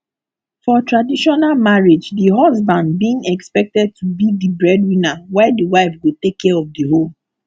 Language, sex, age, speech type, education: Nigerian Pidgin, female, 15-29, spontaneous, tertiary